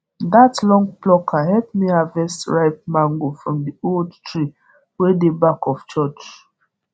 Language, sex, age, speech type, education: Nigerian Pidgin, female, 15-29, spontaneous, tertiary